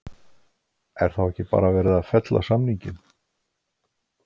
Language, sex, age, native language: Icelandic, male, 50-59, Icelandic